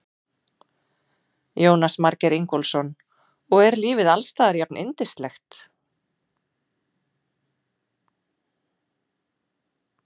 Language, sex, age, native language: Icelandic, female, 40-49, Icelandic